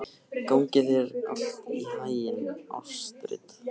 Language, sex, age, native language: Icelandic, male, 15, Icelandic